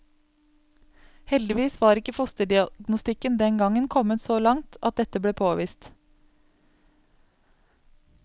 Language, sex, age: Norwegian, female, 27